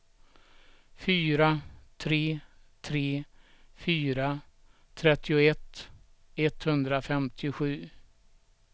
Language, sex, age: Swedish, male, 67